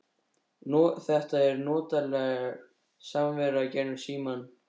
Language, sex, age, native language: Icelandic, male, 13, Icelandic